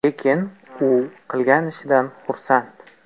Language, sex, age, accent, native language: Uzbek, male, 18-24, Jizzax, Uzbek